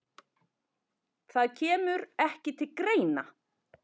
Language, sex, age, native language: Icelandic, male, 10, Icelandic